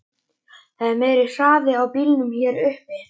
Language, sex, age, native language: Icelandic, male, 11, Icelandic